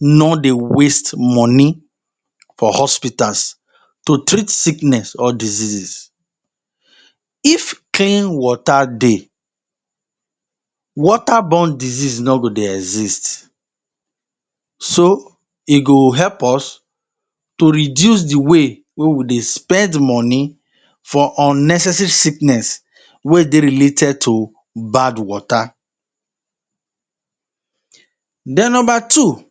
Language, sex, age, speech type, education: Nigerian Pidgin, male, 30-45, spontaneous, tertiary